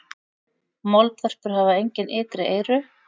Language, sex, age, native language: Icelandic, female, 40-49, Icelandic